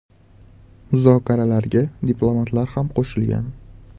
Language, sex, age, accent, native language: Uzbek, male, 18-24, Farg'ona, Uzbek